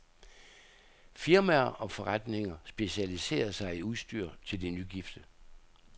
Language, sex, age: Danish, male, 67